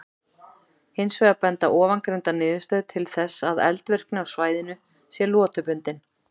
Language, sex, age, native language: Icelandic, female, 40-49, Icelandic